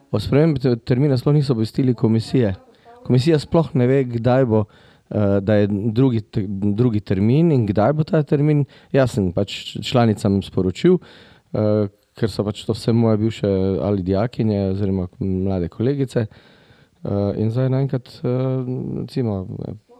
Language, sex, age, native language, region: Slovenian, male, 50-59, Slovenian, Drava region